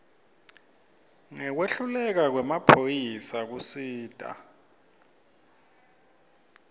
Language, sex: Swati, male